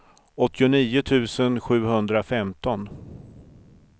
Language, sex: Swedish, male